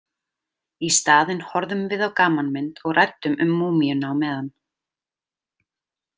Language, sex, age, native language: Icelandic, female, 30-39, Icelandic